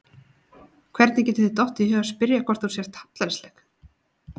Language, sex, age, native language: Icelandic, female, 30-39, Icelandic